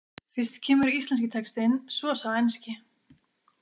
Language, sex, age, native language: Icelandic, female, 20-29, Icelandic